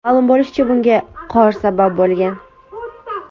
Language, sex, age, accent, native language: Uzbek, female, 25-34, Andijon, Uzbek